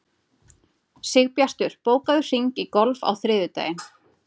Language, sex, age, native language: Icelandic, female, 30-39, Icelandic